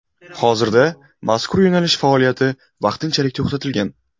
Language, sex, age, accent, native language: Uzbek, male, 18-24, Buxoro, Uzbek